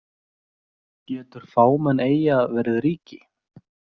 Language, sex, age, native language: Icelandic, male, 20-29, Icelandic